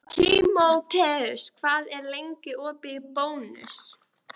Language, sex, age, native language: Icelandic, female, 13, Icelandic